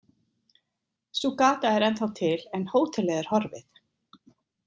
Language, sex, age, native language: Icelandic, female, 50-59, Icelandic